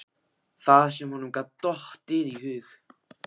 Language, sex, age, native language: Icelandic, male, 14, Icelandic